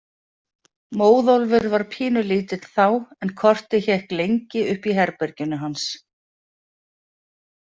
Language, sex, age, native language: Icelandic, female, 50-59, Icelandic